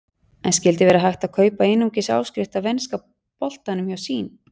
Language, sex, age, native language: Icelandic, female, 40-49, Icelandic